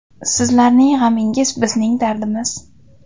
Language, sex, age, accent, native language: Uzbek, female, under 19, Toshkent viloyati, Uzbek